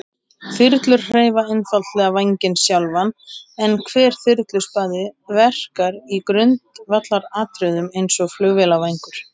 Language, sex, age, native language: Icelandic, male, 20-29, Icelandic